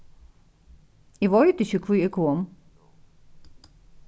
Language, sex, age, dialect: Faroese, female, 36-60, Norðuroyggjar